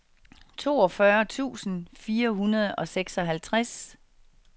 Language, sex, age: Danish, female, 49